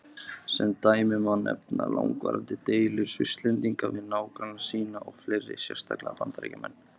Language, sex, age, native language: Icelandic, male, 20-29, Icelandic